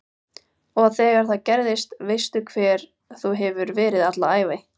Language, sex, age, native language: Icelandic, female, 18-19, Icelandic